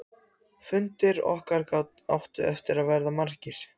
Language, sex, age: Icelandic, other, 14